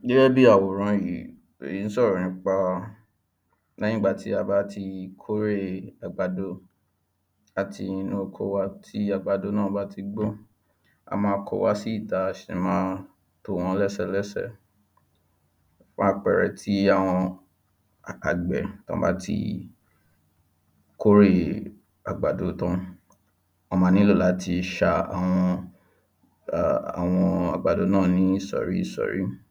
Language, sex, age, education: Yoruba, male, 15-29, tertiary